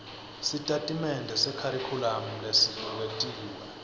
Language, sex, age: Swati, male, 22